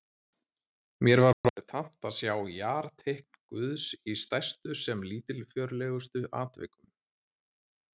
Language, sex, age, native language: Icelandic, male, 30-39, Icelandic